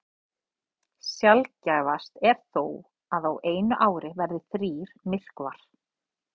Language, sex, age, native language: Icelandic, female, 30-39, Icelandic